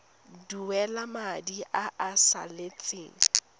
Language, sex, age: Tswana, female, 19